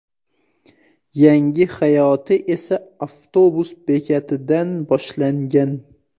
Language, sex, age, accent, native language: Uzbek, male, 18-24, Xorazm, Uzbek